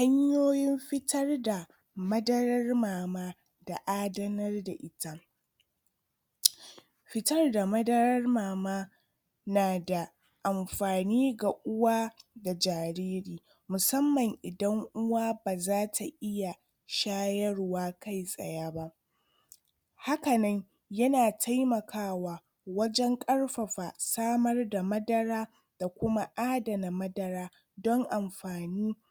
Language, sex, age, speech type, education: Hausa, female, 30-45, spontaneous, tertiary